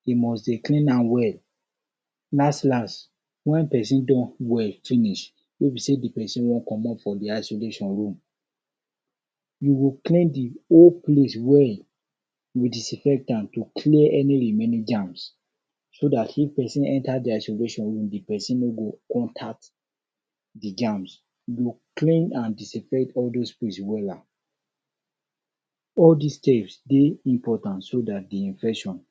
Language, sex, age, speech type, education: Nigerian Pidgin, male, 46-60, spontaneous, tertiary